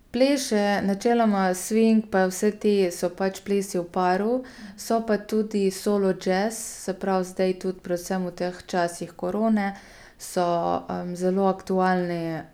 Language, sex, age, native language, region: Slovenian, female, 30-49, Slovenian, Gorica region